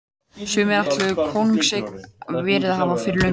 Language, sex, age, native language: Icelandic, male, 18-19, Icelandic